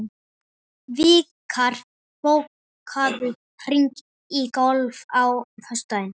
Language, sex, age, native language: Icelandic, male, 12, Icelandic